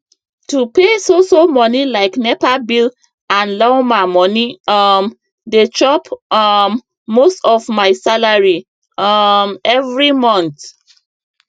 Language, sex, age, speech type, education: Nigerian Pidgin, female, 30-45, spontaneous, tertiary